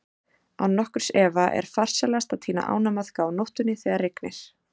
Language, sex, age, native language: Icelandic, female, 30-39, Icelandic